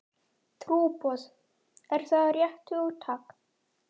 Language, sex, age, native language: Icelandic, male, 9, Icelandic